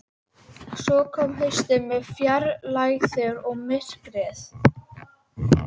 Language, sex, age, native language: Icelandic, female, 12, Icelandic